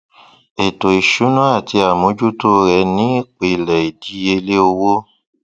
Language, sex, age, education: Yoruba, male, 30-45, tertiary